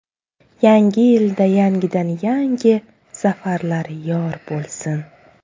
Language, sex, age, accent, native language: Uzbek, female, 19-29, Samarqand, Uzbek